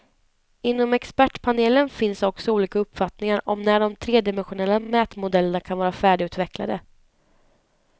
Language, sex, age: Swedish, female, 19